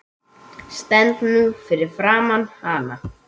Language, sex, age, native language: Icelandic, male, 8, Icelandic